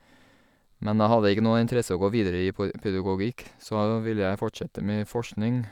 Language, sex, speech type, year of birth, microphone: Norwegian, male, spontaneous, 1983, Sennheiser